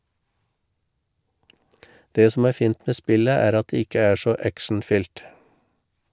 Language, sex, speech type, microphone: Norwegian, male, read, Shure